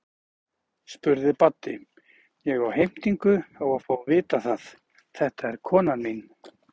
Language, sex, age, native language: Icelandic, male, 40-49, Icelandic